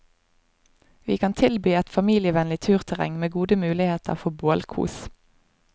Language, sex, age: Norwegian, female, 25